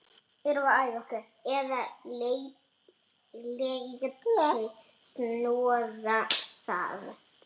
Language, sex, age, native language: Icelandic, female, 6, Icelandic